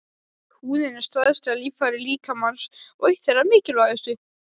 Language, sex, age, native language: Icelandic, male, 12, Icelandic